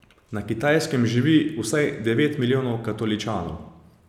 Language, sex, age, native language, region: Slovenian, male, 30-49, Slovenian, Savinja region